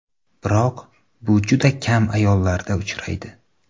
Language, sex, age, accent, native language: Uzbek, male, 25-34, Samarqand, Uzbek